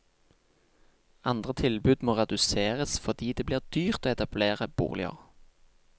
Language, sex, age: Norwegian, male, 28